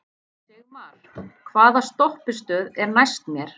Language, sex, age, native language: Icelandic, female, 30-39, Icelandic